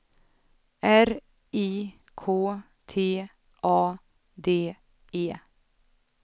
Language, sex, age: Swedish, female, 32